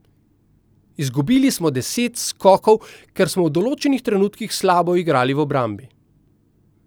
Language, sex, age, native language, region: Slovenian, male, 50-59, Slovenian, Central Slovenia